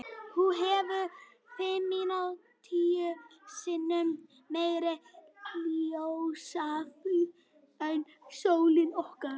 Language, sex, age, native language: Icelandic, female, 18-19, Icelandic